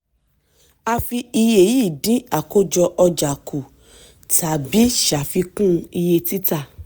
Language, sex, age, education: Yoruba, female, 30-45, tertiary